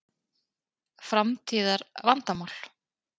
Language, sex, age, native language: Icelandic, female, 30-39, Icelandic